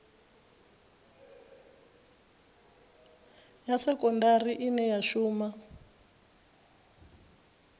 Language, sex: Venda, female